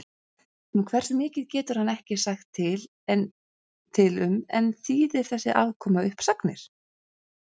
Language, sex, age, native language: Icelandic, female, 30-39, Icelandic